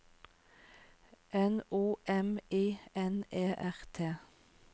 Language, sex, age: Norwegian, female, 36